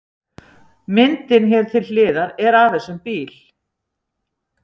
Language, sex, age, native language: Icelandic, female, 60-69, Icelandic